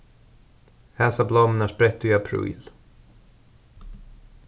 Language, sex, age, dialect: Faroese, male, 36-60, Suðurstreymoy